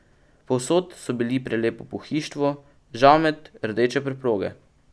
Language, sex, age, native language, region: Slovenian, male, 12-17, Slovenian, Pomurje region